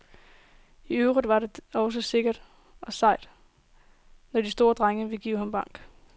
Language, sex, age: Danish, female, 18